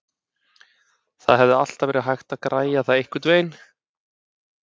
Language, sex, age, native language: Icelandic, male, 30-39, Icelandic